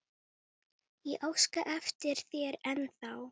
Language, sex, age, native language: Icelandic, female, 10, Filipino